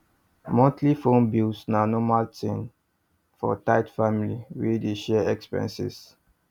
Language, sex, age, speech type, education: Nigerian Pidgin, male, 30-45, spontaneous, tertiary